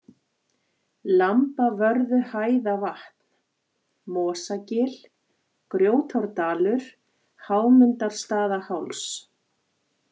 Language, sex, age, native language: Icelandic, female, 40-49, Icelandic